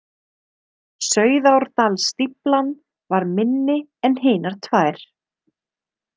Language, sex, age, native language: Icelandic, female, 30-39, Icelandic